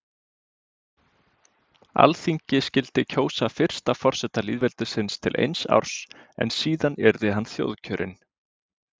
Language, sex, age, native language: Icelandic, male, 20-29, Icelandic